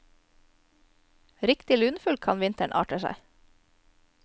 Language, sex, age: Norwegian, female, 22